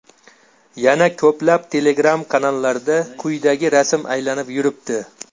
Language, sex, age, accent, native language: Uzbek, male, 18-24, Xorazm, Uzbek